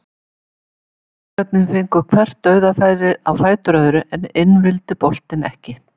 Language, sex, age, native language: Icelandic, female, 70-79, Icelandic